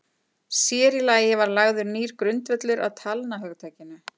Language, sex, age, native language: Icelandic, female, 40-49, Icelandic